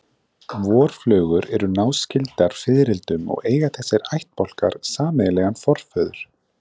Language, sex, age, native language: Icelandic, male, 20-29, Icelandic